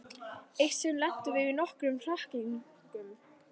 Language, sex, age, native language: Icelandic, female, 11, Icelandic